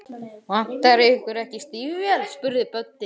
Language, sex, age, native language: Icelandic, male, 11, Icelandic